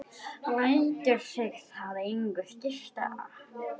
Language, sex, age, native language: Icelandic, female, 10, Icelandic